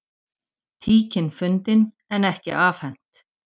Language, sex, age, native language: Icelandic, female, 40-49, Icelandic